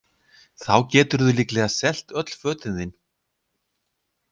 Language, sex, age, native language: Icelandic, male, 50-59, Icelandic